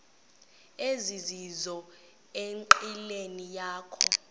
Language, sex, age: Xhosa, female, 21